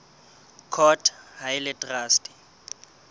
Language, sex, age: Southern Sotho, male, 21